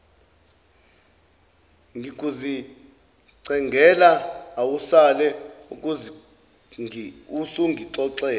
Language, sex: Zulu, male